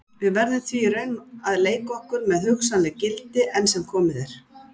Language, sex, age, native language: Icelandic, female, 60-69, Icelandic